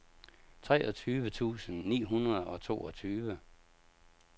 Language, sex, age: Danish, male, 57